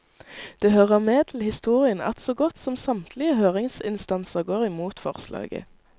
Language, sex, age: Norwegian, female, 19